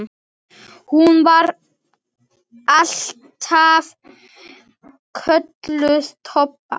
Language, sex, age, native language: Icelandic, male, 9, Icelandic